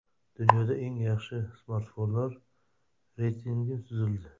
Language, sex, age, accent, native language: Uzbek, male, 30-39, Toshkent shahri, Uzbek